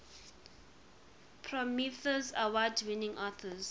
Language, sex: English, female